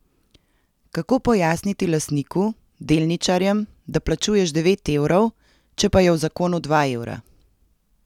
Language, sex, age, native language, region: Slovenian, female, 30-49, Slovenian, Central Slovenia